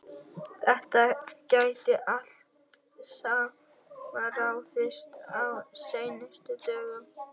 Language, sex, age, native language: Icelandic, female, 18-19, Icelandic